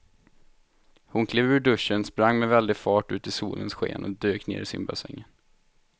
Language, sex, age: Swedish, male, 23